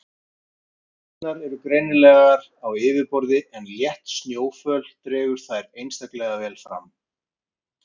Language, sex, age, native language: Icelandic, male, 50-59, Icelandic